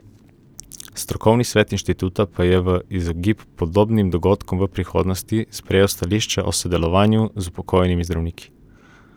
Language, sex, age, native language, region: Slovenian, male, 18-29, Slovenian, Coastal Karst region